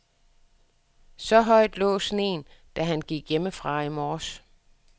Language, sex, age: Danish, female, 61